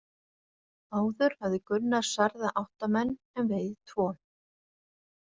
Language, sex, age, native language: Icelandic, female, 40-49, Icelandic